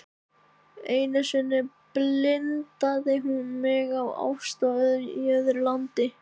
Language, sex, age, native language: Icelandic, male, 13, Icelandic